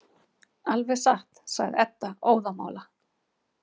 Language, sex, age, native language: Icelandic, female, 30-39, Icelandic